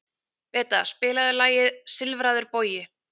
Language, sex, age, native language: Icelandic, female, 30-39, Icelandic